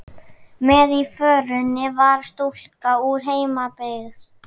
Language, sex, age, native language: Icelandic, male, 11, Icelandic